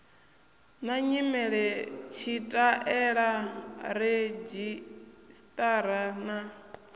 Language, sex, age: Venda, female, 28